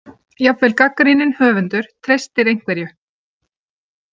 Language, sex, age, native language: Icelandic, female, 30-39, Icelandic